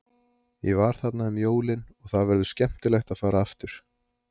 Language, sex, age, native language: Icelandic, male, 30-39, Icelandic